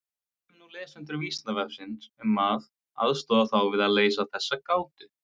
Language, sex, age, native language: Icelandic, male, 20-29, Icelandic